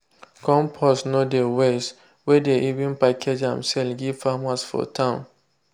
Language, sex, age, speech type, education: Nigerian Pidgin, male, 15-29, spontaneous, tertiary